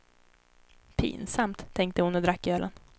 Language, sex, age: Swedish, female, 18